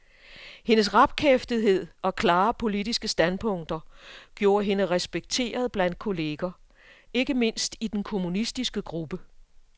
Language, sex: Danish, female